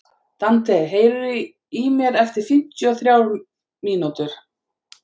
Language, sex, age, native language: Icelandic, female, 40-49, Icelandic